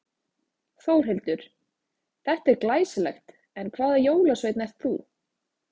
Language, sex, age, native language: Icelandic, female, 20-29, Icelandic